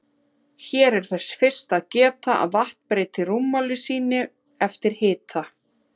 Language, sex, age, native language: Icelandic, female, 30-39, Icelandic